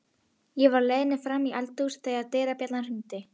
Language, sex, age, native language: Icelandic, female, 12, Icelandic